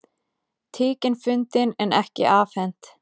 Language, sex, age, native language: Icelandic, female, 30-39, Icelandic